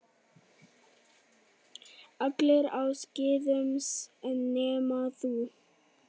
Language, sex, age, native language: Icelandic, male, 8, Icelandic